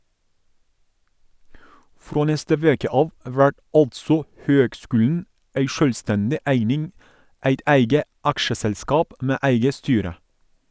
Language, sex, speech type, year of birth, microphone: Norwegian, male, read, 1982, Sennheiser